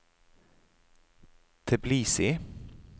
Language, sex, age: Norwegian, male, 30